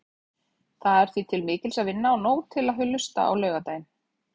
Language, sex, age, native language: Icelandic, female, 30-39, Icelandic